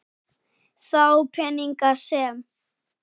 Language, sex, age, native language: Icelandic, male, 8, Icelandic